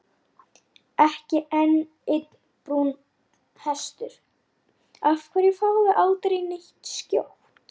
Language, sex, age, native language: Icelandic, female, 9, Lithuanian